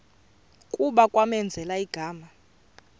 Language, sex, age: Xhosa, female, 28